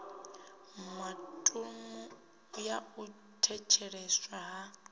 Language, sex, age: Venda, female, 19